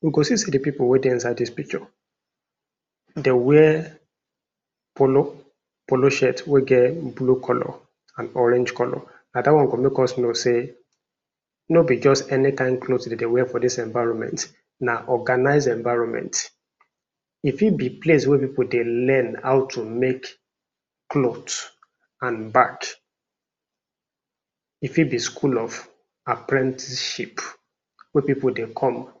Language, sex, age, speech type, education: Nigerian Pidgin, male, 46-60, spontaneous, tertiary